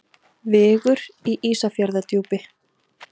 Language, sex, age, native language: Icelandic, female, 30-39, Icelandic